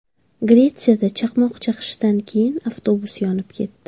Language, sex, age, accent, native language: Uzbek, female, 25-34, Surxondaryo, Uzbek